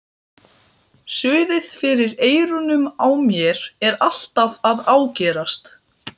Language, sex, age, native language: Icelandic, male, 12, Icelandic